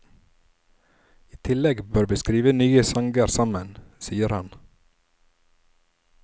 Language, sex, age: Norwegian, male, 27